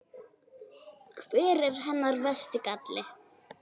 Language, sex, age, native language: Icelandic, female, 9, Icelandic